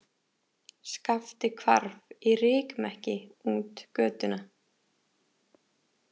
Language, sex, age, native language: Icelandic, female, 20-29, Icelandic